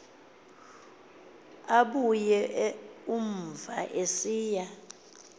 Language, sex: Xhosa, female